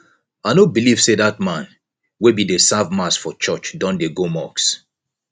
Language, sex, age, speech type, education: Nigerian Pidgin, male, 30-45, spontaneous, tertiary